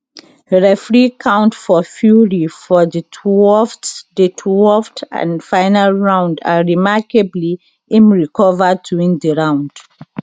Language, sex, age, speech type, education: Nigerian Pidgin, female, 30-45, spontaneous, tertiary